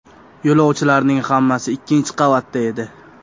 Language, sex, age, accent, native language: Uzbek, male, 18-24, Toshkent shahri, Uzbek